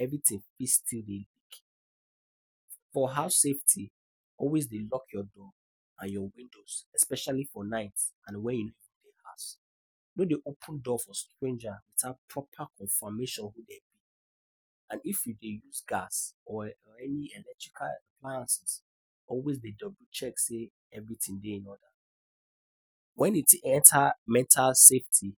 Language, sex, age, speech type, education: Nigerian Pidgin, male, 15-29, spontaneous, tertiary